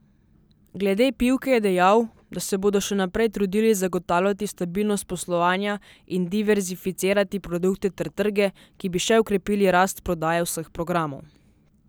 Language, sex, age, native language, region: Slovenian, female, 18-29, Slovenian, Southeast Slovenia